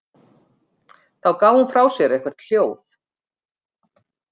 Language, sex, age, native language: Icelandic, female, 50-59, Icelandic